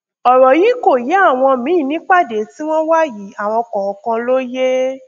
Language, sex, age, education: Yoruba, female, 15-29, tertiary